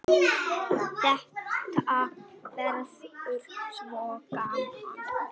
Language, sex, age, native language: Icelandic, male, 6, Icelandic